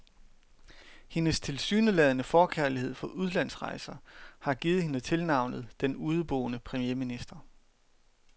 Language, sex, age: Danish, male, 31